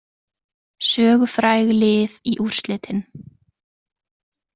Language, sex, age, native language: Icelandic, female, 20-29, Icelandic